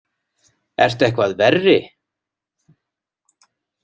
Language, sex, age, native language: Icelandic, male, 40-49, Icelandic